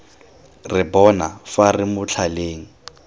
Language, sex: Tswana, male